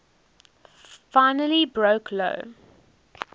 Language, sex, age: English, female, 19